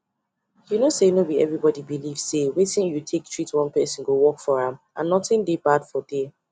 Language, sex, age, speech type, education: Nigerian Pidgin, female, 15-29, spontaneous, tertiary